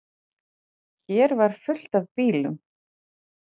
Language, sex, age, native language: Icelandic, female, 40-49, Icelandic